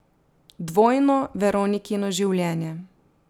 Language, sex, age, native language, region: Slovenian, female, 30-49, Slovenian, Drava region